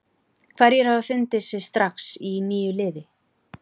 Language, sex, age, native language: Icelandic, female, 40-49, Icelandic